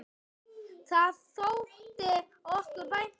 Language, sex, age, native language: Icelandic, male, 8, Icelandic